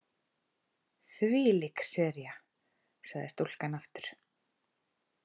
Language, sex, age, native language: Icelandic, female, 40-49, Icelandic